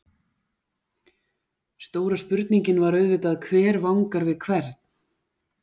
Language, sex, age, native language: Icelandic, female, 40-49, Icelandic